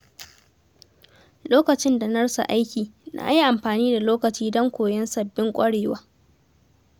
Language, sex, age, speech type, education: Hausa, female, 30-45, read, tertiary